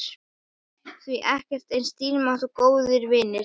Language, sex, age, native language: Icelandic, male, 11, Icelandic